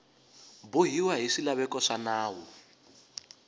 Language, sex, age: Tsonga, male, 22